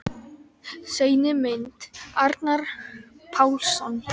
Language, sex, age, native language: Icelandic, female, 18-19, Icelandic